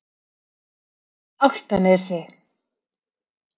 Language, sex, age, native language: Icelandic, female, 30-39, Icelandic